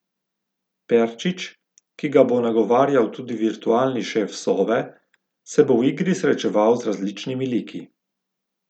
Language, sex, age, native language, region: Slovenian, male, 50-59, Slovenian, Gorica region